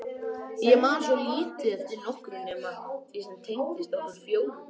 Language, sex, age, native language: Icelandic, other, 18-19, Icelandic